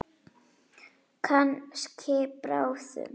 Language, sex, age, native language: Icelandic, female, 8, Icelandic